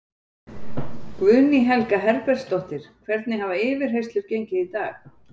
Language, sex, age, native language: Icelandic, female, 40-49, Icelandic